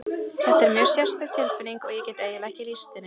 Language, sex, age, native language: Icelandic, female, 30-39, Icelandic